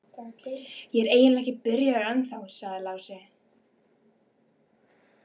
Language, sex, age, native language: Icelandic, female, 12, Icelandic